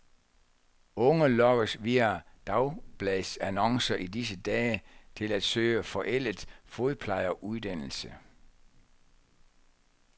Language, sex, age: Danish, male, 64